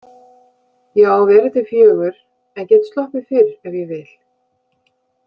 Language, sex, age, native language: Icelandic, female, 50-59, Icelandic